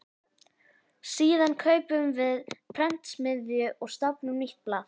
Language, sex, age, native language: Icelandic, female, 11, Icelandic